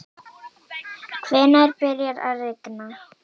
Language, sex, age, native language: Icelandic, female, 18-19, Icelandic